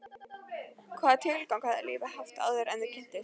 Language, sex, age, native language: Icelandic, female, 12, Icelandic